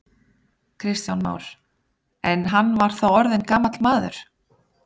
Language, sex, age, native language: Icelandic, female, 30-39, Icelandic